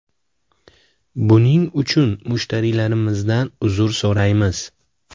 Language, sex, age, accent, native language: Uzbek, male, 25-34, Namangan, Uzbek